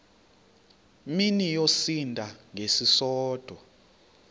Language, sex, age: Xhosa, male, 33